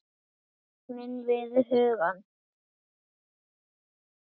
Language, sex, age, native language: Icelandic, male, 8, Icelandic